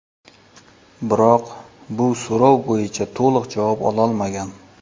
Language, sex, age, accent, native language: Uzbek, male, 35+, Surxondaryo, Uzbek